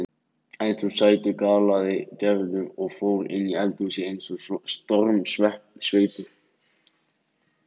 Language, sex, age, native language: Icelandic, male, 18-19, Icelandic